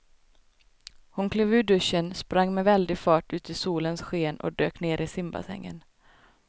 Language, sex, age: Swedish, female, 29